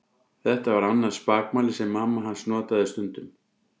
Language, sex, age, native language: Icelandic, male, 40-49, Icelandic